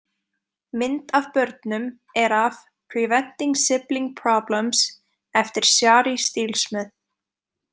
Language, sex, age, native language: Icelandic, female, 20-29, Icelandic